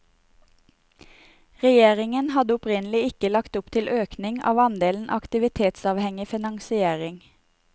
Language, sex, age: Norwegian, female, 28